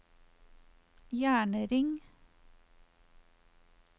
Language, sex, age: Norwegian, female, 54